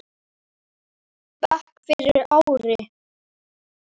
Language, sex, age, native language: Icelandic, male, 10, Icelandic